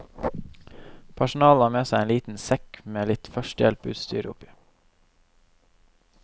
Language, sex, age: Norwegian, male, 21